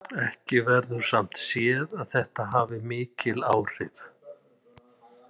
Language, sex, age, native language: Icelandic, male, 60-69, Icelandic